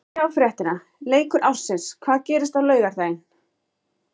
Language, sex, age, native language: Icelandic, female, 30-39, Icelandic